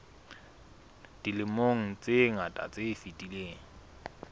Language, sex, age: Southern Sotho, male, 21